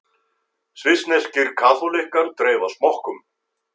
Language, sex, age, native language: Icelandic, male, 50-59, Icelandic